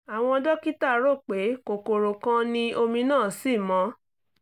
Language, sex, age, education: Yoruba, female, 30-45, tertiary